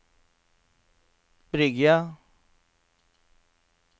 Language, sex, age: Norwegian, male, 48